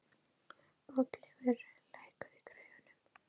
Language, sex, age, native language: Icelandic, female, 12, Icelandic